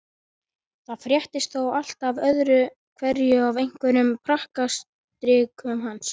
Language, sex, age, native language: Icelandic, male, 13, Icelandic